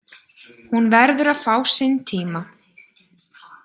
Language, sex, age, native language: Icelandic, female, 20-29, Icelandic